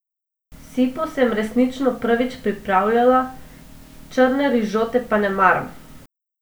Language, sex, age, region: Slovenian, female, 18-29, Abroad